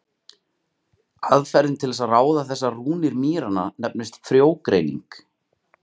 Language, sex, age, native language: Icelandic, male, 30-39, Icelandic